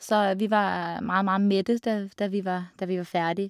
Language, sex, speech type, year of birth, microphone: Norwegian, female, spontaneous, 1985, Shure